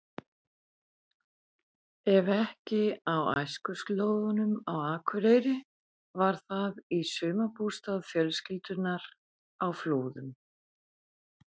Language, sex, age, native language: Icelandic, female, 50-59, Icelandic